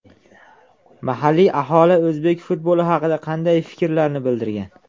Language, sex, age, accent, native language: Uzbek, male, 19-29, Andijon, Uzbek